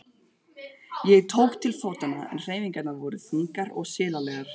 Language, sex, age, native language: Icelandic, male, 12, Icelandic